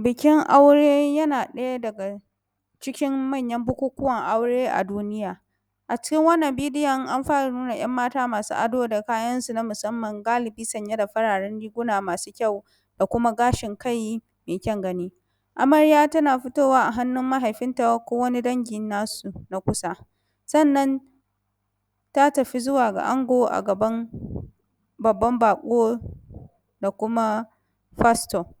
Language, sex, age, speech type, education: Hausa, female, 15-29, spontaneous, secondary